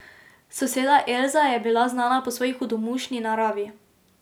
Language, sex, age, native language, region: Slovenian, female, 18-29, Slovenian, Drava region